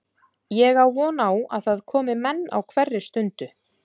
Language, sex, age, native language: Icelandic, female, 30-39, Icelandic